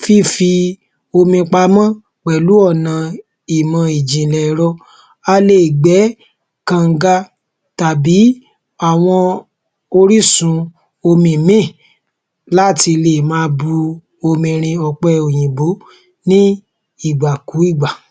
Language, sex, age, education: Yoruba, male, 15-29, tertiary